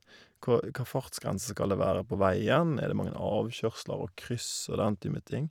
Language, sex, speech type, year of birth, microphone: Norwegian, male, spontaneous, 1988, Shure